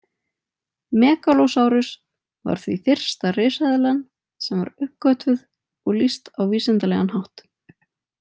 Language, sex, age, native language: Icelandic, female, 20-29, Icelandic